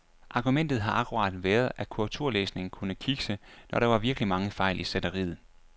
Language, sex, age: Danish, male, 24